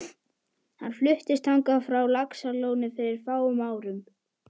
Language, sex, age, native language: Icelandic, male, 11, Icelandic